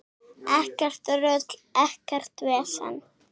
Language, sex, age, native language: Icelandic, female, 6, Icelandic